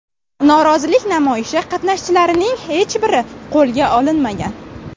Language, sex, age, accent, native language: Uzbek, female, 18-24, Navoiy, Uzbek